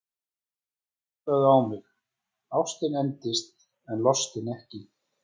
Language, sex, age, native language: Icelandic, female, 14, Icelandic